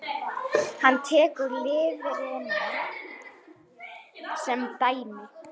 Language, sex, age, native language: Icelandic, female, 9, Icelandic